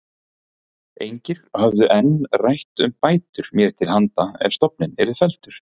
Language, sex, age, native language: Icelandic, male, 40-49, Icelandic